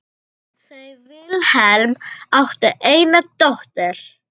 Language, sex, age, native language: Icelandic, female, 8, Icelandic